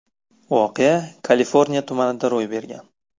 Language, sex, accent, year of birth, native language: Uzbek, male, Farg'ona, 1999, Uzbek